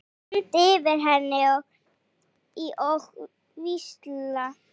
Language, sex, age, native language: Icelandic, female, 8, Icelandic